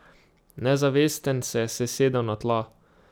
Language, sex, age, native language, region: Slovenian, male, 18-29, Slovenian, Drava region